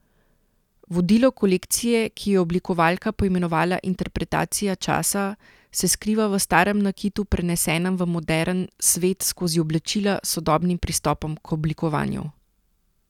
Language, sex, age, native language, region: Slovenian, female, 30-49, Slovenian, Central Slovenia